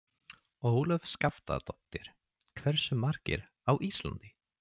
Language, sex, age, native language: Icelandic, male, 30-39, Swedish